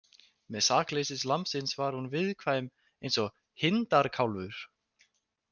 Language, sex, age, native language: Icelandic, male, 20-29, Icelandic